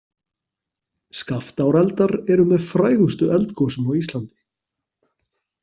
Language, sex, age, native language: Icelandic, male, 40-49, Icelandic